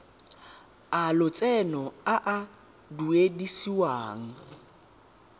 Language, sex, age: Tswana, male, 18